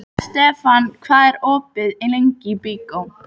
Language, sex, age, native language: Icelandic, female, 12, Icelandic